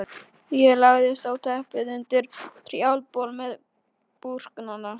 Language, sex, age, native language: Icelandic, male, 12, Polish